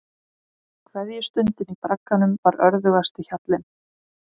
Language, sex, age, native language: Icelandic, female, 30-39, Icelandic